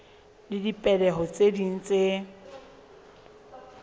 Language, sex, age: Southern Sotho, female, 23